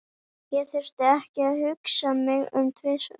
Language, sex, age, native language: Icelandic, female, 11, Icelandic